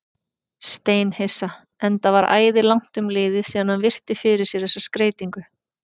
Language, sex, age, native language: Icelandic, female, 40-49, Icelandic